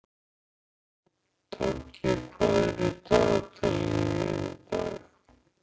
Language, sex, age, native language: Icelandic, male, 60-69, Icelandic